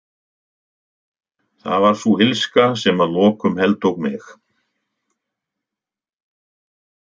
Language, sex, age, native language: Icelandic, male, 60-69, Icelandic